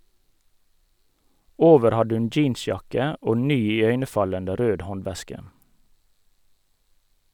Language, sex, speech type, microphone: Norwegian, male, read, Sennheiser